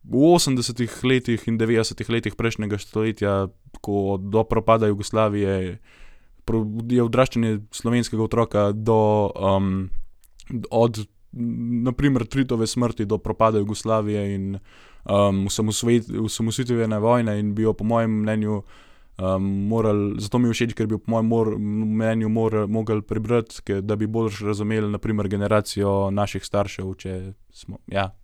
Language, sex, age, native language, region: Slovenian, male, 18-29, Slovenian, Gorenjska region